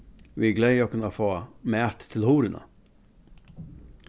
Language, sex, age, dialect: Faroese, male, 61+, Vágar